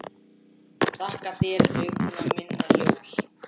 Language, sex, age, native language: Icelandic, male, 10, Icelandic